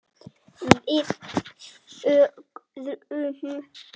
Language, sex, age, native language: Icelandic, male, 7, Icelandic